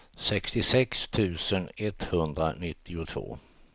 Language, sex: Swedish, male